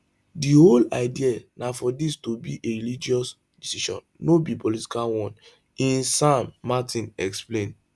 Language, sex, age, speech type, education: Nigerian Pidgin, male, 15-29, spontaneous, tertiary